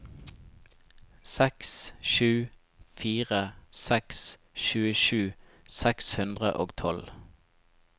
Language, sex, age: Norwegian, male, 25